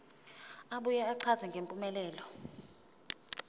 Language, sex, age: Zulu, female, 20